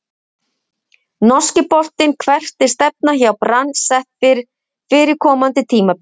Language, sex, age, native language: Icelandic, female, 50-59, Icelandic